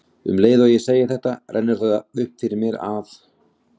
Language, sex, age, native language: Icelandic, male, 40-49, Icelandic